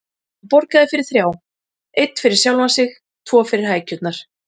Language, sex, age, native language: Icelandic, female, 40-49, Icelandic